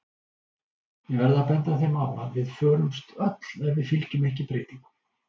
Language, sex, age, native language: Icelandic, male, 60-69, Icelandic